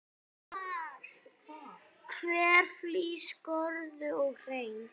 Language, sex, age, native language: Icelandic, female, 8, Icelandic